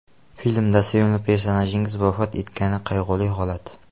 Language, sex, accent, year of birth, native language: Uzbek, male, Xorazm, 2002, Uzbek